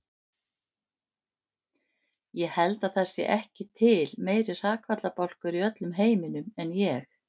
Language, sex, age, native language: Icelandic, female, 50-59, Icelandic